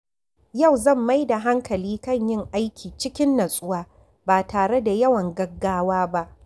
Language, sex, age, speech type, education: Hausa, female, 46-60, read, tertiary